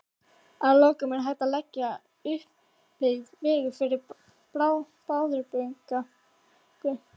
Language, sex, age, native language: Icelandic, female, 12, Icelandic